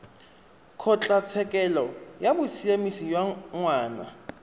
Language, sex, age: Tswana, male, 23